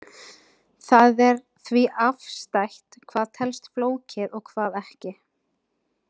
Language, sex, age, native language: Icelandic, female, 20-29, Icelandic